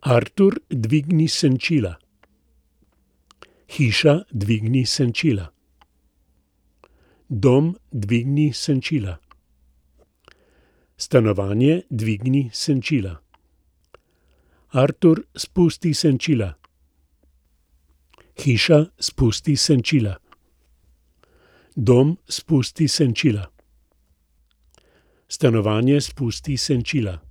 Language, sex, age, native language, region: Slovenian, male, 60+, Slovenian, Central Slovenia